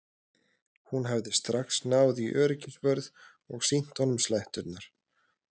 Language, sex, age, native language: Icelandic, male, 30-39, Icelandic